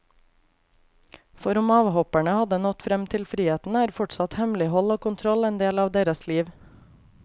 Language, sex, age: Norwegian, female, 28